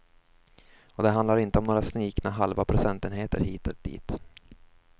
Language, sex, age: Swedish, male, 24